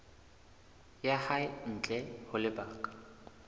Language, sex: Southern Sotho, male